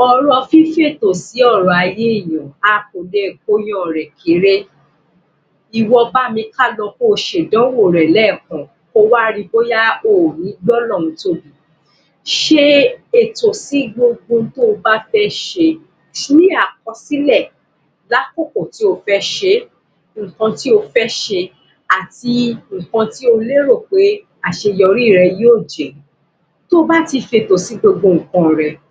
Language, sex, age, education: Yoruba, female, 15-29, tertiary